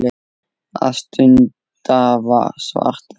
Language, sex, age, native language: Icelandic, male, 8, Icelandic